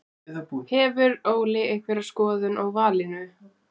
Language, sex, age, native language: Icelandic, male, 20-29, Icelandic